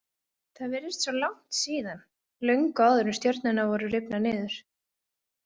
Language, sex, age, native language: Icelandic, female, 20-29, Icelandic